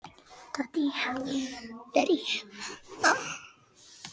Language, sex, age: Icelandic, female, 12